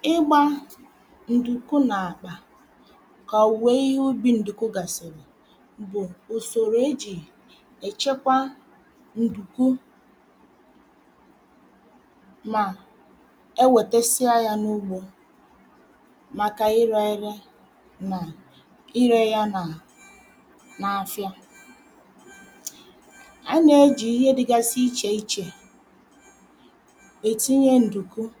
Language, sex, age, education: Igbo, female, 30-45, primary